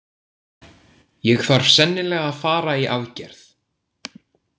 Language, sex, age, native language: Icelandic, male, 18-19, Icelandic